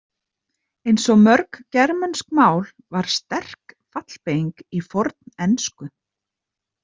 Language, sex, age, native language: Icelandic, female, 30-39, Icelandic